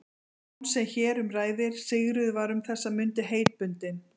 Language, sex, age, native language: Icelandic, female, 40-49, Icelandic